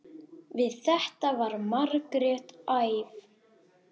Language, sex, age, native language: Icelandic, male, 10, Icelandic